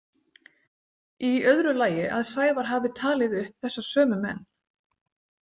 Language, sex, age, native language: Icelandic, female, 40-49, Icelandic